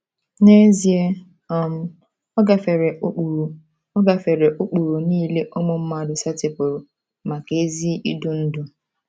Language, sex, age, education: Igbo, female, 15-29, tertiary